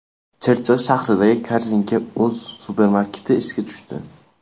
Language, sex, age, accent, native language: Uzbek, male, 18-24, Samarqand, Uzbek